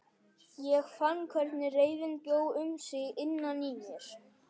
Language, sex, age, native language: Icelandic, male, 11, Icelandic